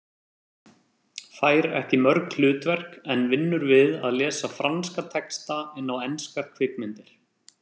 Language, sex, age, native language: Icelandic, male, 30-39, Icelandic